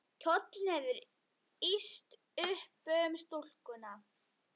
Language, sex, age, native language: Icelandic, female, 11, Icelandic